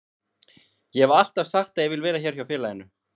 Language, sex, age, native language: Icelandic, male, 20-29, Icelandic